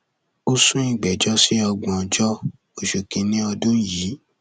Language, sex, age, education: Yoruba, male, 15-29, secondary